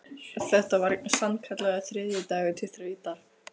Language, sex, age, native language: Icelandic, female, 15, Icelandic